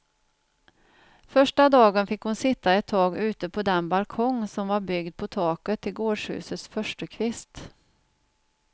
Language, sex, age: Swedish, female, 49